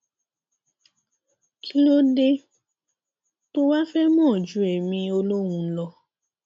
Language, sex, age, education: Yoruba, female, 15-29, tertiary